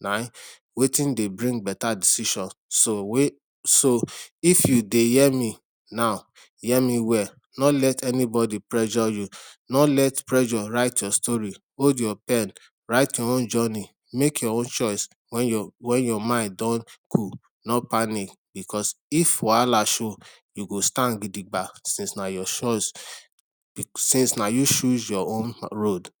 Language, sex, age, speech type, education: Nigerian Pidgin, male, 30-45, spontaneous, tertiary